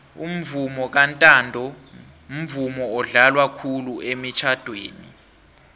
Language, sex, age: South Ndebele, male, 23